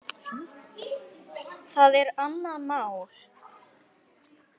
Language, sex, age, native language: Icelandic, male, 9, Icelandic